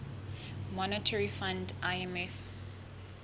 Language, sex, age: Southern Sotho, female, 20